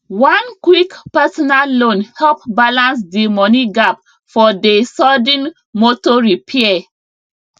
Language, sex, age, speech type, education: Nigerian Pidgin, female, 30-45, spontaneous, tertiary